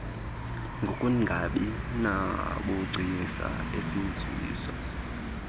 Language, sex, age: Xhosa, male, 26